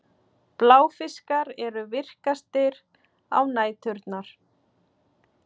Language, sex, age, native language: Icelandic, female, 40-49, Icelandic